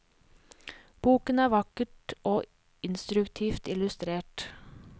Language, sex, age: Norwegian, female, 37